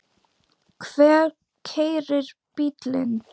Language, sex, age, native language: Icelandic, female, 10, Icelandic